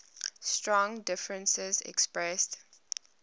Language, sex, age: English, female, 21